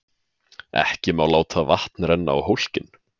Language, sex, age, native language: Icelandic, male, 20-29, Icelandic